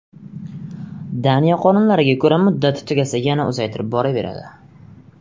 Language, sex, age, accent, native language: Uzbek, male, 18-24, Surxondaryo, Uzbek